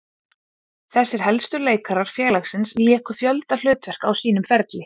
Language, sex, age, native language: Icelandic, female, 20-29, Icelandic